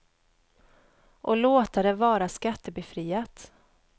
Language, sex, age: Swedish, female, 29